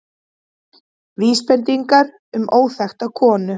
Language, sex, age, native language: Icelandic, female, 30-39, Icelandic